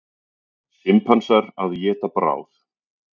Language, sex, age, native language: Icelandic, male, 40-49, Icelandic